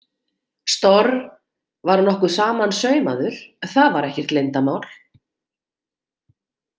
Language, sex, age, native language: Icelandic, female, 40-49, Icelandic